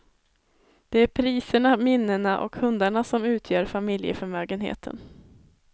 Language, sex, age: Swedish, female, 21